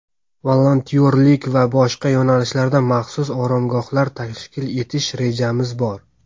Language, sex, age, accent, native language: Uzbek, male, 19-29, Sirdaryo, Uzbek